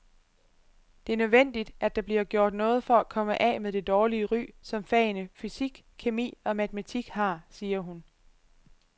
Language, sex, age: Danish, female, 25